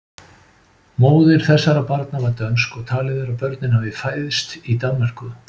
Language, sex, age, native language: Icelandic, male, 50-59, Icelandic